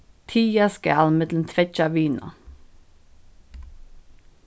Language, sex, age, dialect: Faroese, female, 15-35, Norðuroyggjar